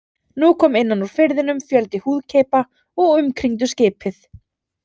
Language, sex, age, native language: Icelandic, female, 30-39, Icelandic